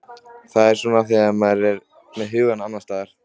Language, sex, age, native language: Icelandic, male, 13, Icelandic